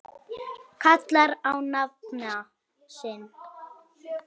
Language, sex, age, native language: Icelandic, female, 9, Icelandic